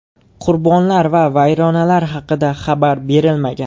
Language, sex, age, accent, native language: Uzbek, male, 18-24, Jizzax, Uzbek